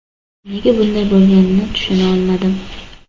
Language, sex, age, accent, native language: Uzbek, female, under 19, Toshkent shahri, Uzbek